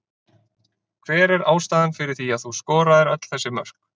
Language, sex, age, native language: Icelandic, male, 30-39, Icelandic